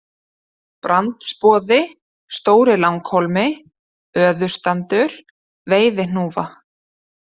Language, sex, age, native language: Icelandic, female, 30-39, Icelandic